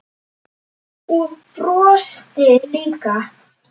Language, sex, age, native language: Icelandic, male, 10, Icelandic